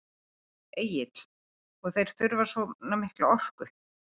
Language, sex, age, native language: Icelandic, female, 50-59, Icelandic